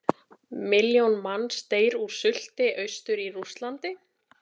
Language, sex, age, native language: Icelandic, female, 13, Icelandic